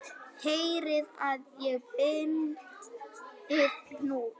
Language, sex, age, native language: Icelandic, female, 9, Icelandic